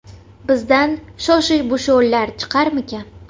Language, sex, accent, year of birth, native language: Uzbek, female, Toshkent shahri, 1999, Uzbek